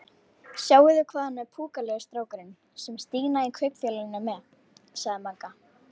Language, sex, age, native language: Icelandic, female, 18-19, Icelandic